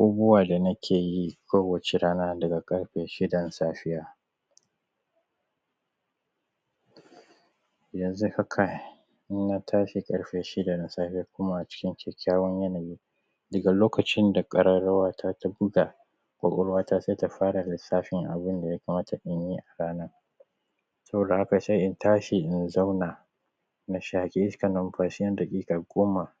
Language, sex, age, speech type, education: Hausa, male, 30-45, spontaneous, primary